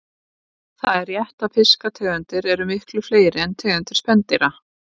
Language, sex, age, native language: Icelandic, female, 30-39, Icelandic